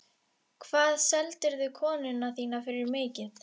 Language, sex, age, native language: Icelandic, female, 11, Icelandic